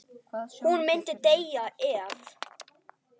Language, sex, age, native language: Icelandic, male, 10, Icelandic